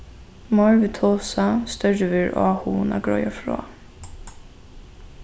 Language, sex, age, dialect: Faroese, female, 15-35, Norðurstreymoy/Eysturoy